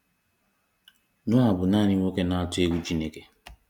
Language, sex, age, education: Igbo, male, 15-29, tertiary